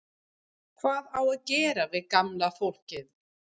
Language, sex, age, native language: Icelandic, female, 50-59, English